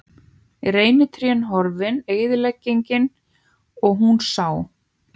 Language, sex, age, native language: Icelandic, other, 15, Icelandic